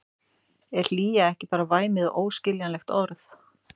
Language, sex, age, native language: Icelandic, male, 12, Icelandic